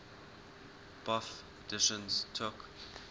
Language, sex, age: English, male, 19